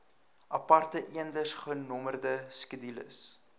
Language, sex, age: Afrikaans, male, 19